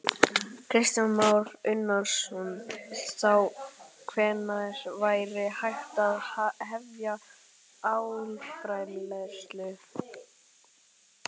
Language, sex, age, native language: Icelandic, male, 12, Icelandic